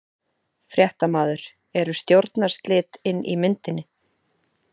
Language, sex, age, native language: Icelandic, female, 30-39, Icelandic